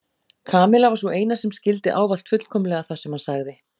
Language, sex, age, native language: Icelandic, female, 40-49, Icelandic